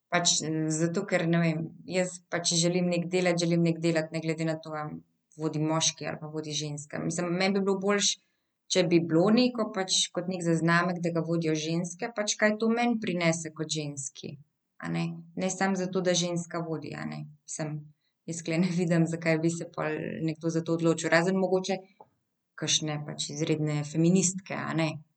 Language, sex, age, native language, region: Slovenian, female, 18-29, Slovenian, Central Slovenia